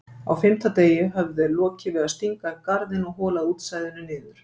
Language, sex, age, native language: Icelandic, female, 50-59, Icelandic